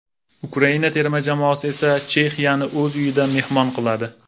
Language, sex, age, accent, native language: Uzbek, male, 19-29, Jizzax, Uzbek